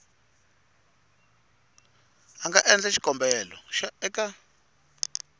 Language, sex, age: Tsonga, male, 22